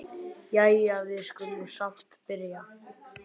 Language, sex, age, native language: Icelandic, male, 10, Icelandic